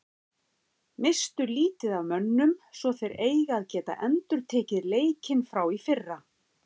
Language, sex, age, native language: Icelandic, female, 50-59, Icelandic